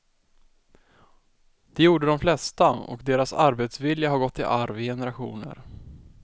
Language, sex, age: Swedish, male, 20